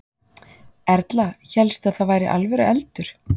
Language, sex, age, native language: Icelandic, female, 40-49, Icelandic